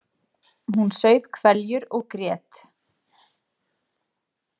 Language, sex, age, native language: Icelandic, female, 40-49, Icelandic